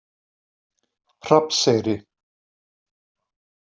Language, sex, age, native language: Icelandic, male, 40-49, Icelandic